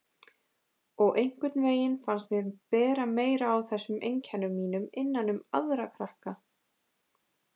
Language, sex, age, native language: Icelandic, female, 20-29, Icelandic